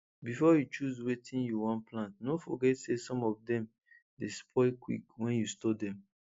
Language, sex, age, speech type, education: Nigerian Pidgin, male, 15-29, spontaneous, tertiary